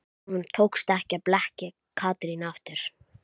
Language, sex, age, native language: Icelandic, female, 11, Icelandic